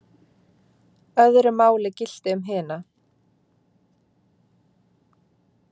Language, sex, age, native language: Icelandic, female, 20-29, Icelandic